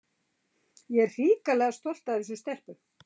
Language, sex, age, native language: Icelandic, female, 60-69, Icelandic